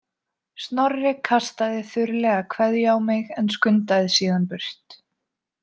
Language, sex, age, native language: Icelandic, female, 20-29, Icelandic